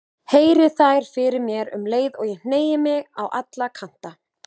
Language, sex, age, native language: Icelandic, female, 20-29, Icelandic